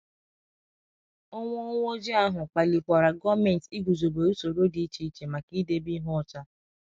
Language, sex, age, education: Igbo, female, 15-29, secondary